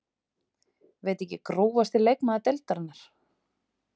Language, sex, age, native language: Icelandic, female, 30-39, Icelandic